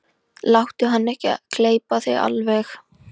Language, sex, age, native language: Icelandic, female, 13, Icelandic